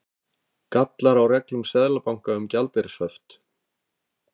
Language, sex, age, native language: Icelandic, male, 50-59, Icelandic